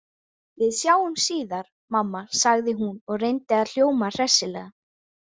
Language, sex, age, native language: Icelandic, female, 20-29, Icelandic